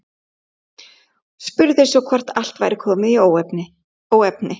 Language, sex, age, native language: Icelandic, female, 11, Icelandic